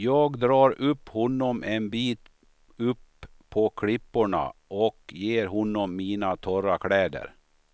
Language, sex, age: Swedish, male, 53